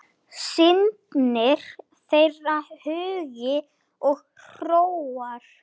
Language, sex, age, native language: Icelandic, male, 9, Icelandic